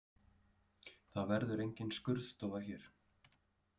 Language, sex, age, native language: Icelandic, male, 30-39, Icelandic